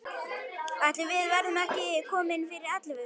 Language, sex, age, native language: Icelandic, male, 11, Icelandic